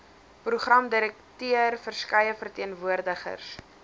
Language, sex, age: Afrikaans, female, 19